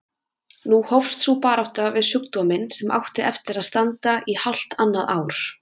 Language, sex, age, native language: Icelandic, female, 20-29, Icelandic